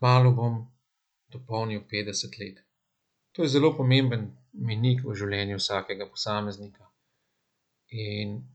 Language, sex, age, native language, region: Slovenian, male, 50-59, Slovenian, Central Slovenia